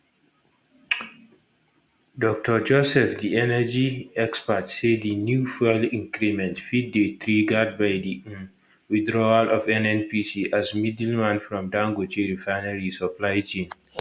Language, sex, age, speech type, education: Nigerian Pidgin, male, 15-29, spontaneous, tertiary